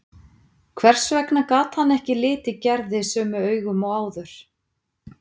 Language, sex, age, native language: Icelandic, female, 50-59, Icelandic